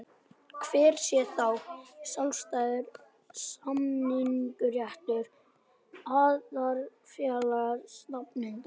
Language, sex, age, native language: Icelandic, male, 11, Icelandic